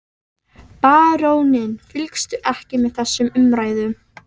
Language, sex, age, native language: Icelandic, female, 13, Icelandic